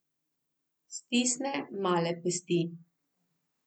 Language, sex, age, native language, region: Slovenian, female, 30-49, Slovenian, Southeast Slovenia